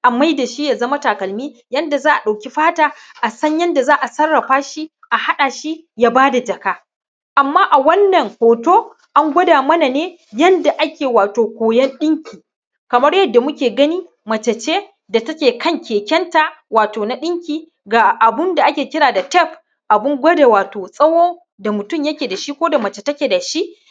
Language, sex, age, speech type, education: Hausa, male, 15-29, spontaneous, tertiary